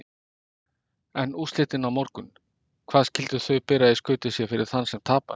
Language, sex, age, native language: Icelandic, male, 50-59, Icelandic